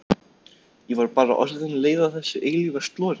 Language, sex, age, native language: Icelandic, male, 13, Icelandic